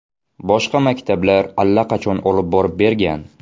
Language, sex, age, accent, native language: Uzbek, male, 18-24, Samarqand, Uzbek